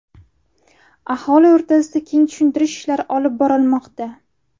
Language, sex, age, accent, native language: Uzbek, female, 18-24, Buxoro, Uzbek